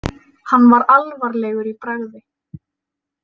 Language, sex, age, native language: Icelandic, female, 18-19, Icelandic